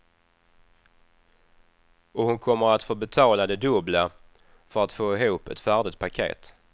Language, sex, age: Swedish, male, 28